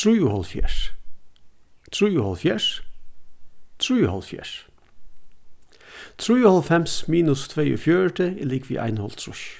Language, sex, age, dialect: Faroese, male, 36-60, Suðurstreymoy